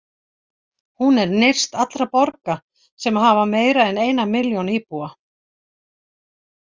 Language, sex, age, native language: Icelandic, female, 60-69, Icelandic